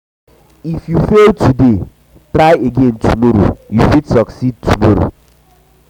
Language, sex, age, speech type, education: Nigerian Pidgin, male, 15-29, spontaneous, tertiary